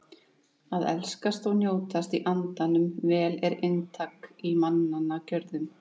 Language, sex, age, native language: Icelandic, female, 30-39, Icelandic